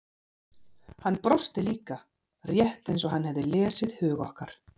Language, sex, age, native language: Icelandic, female, 40-49, Icelandic